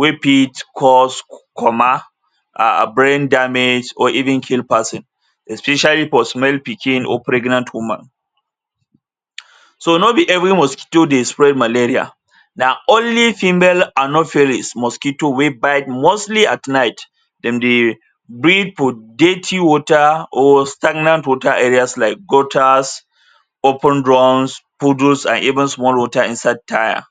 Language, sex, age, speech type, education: Nigerian Pidgin, male, 30-45, spontaneous, tertiary